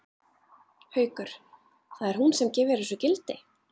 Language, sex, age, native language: Icelandic, female, 30-39, Icelandic